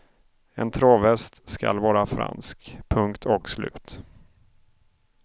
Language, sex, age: Swedish, male, 31